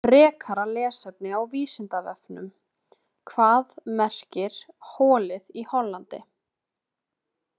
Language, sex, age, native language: Icelandic, female, 20-29, Icelandic